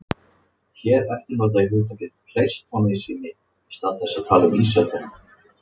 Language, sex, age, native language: Icelandic, male, 30-39, Icelandic